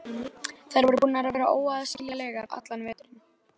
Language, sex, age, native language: Icelandic, female, 12, Icelandic